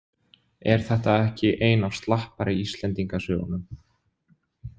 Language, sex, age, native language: Icelandic, male, 20-29, Icelandic